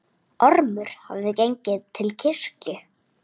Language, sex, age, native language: Icelandic, female, 9, Icelandic